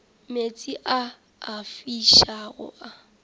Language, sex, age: Northern Sotho, female, 18